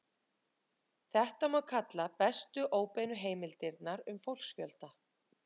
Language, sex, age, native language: Icelandic, female, 30-39, Icelandic